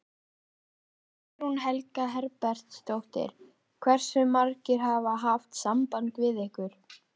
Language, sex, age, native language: Icelandic, female, 13, Icelandic